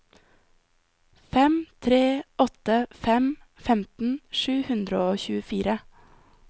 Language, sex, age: Norwegian, female, 20